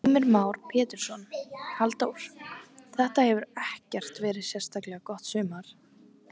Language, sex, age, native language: Icelandic, female, 18-19, Icelandic